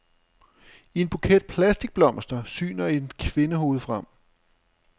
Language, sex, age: Danish, male, 35